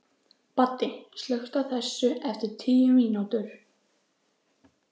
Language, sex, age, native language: Icelandic, female, 14, Icelandic